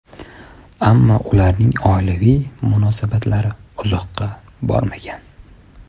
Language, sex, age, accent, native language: Uzbek, male, 25-34, Toshkent shahri, Uzbek